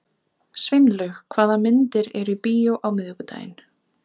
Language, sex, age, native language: Icelandic, female, 20-29, Icelandic